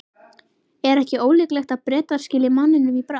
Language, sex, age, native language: Icelandic, female, 11, Icelandic